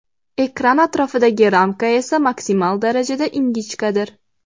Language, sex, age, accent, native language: Uzbek, female, 18-24, Andijon, Uzbek